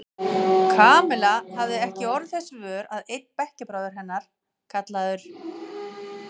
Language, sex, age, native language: Icelandic, female, 40-49, Icelandic